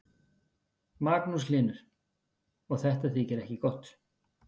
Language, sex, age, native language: Icelandic, male, 50-59, Icelandic